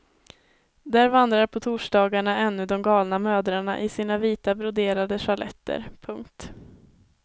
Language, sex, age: Swedish, female, 21